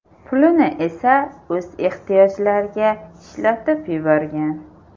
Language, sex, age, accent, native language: Uzbek, female, 18-24, Buxoro, Uzbek